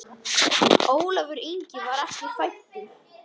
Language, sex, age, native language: Icelandic, male, 10, Icelandic